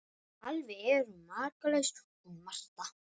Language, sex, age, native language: Icelandic, male, 12, Icelandic